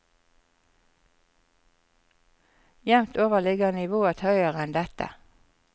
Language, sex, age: Norwegian, female, 54